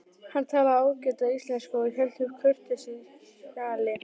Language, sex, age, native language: Icelandic, female, 12, Icelandic